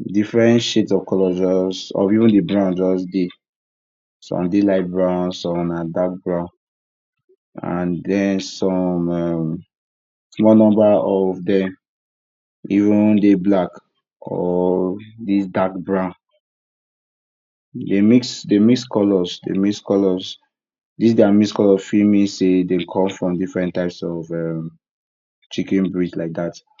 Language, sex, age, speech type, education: Nigerian Pidgin, male, 46-60, spontaneous, tertiary